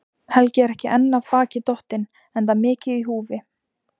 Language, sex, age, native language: Icelandic, female, 18-19, Icelandic